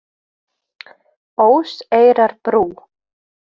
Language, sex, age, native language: Icelandic, female, 20-29, Icelandic